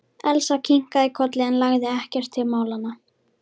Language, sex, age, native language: Icelandic, female, 13, Icelandic